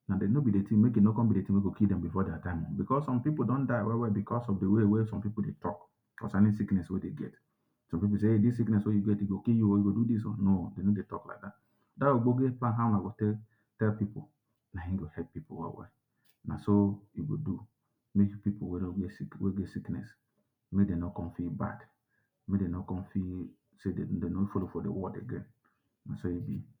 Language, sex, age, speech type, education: Nigerian Pidgin, male, 30-45, spontaneous, tertiary